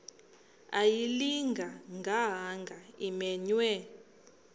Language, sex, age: Xhosa, female, 38